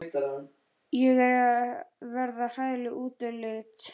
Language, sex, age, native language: Icelandic, male, 11, Icelandic